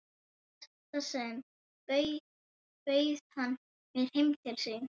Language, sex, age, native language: Icelandic, female, 11, Icelandic